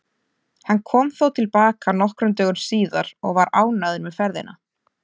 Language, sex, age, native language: Icelandic, female, 30-39, Icelandic